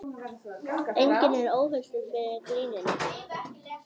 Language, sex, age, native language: Icelandic, male, 18-19, Icelandic